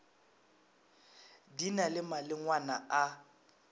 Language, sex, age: Northern Sotho, male, 24